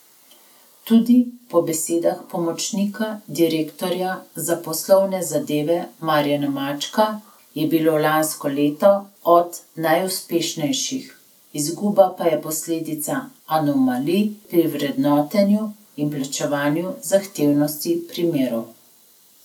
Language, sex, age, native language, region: Slovenian, female, 30-49, Slovenian, Gorenjska region